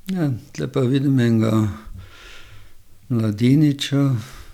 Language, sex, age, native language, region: Slovenian, male, 60+, Slovenian, Gorenjska region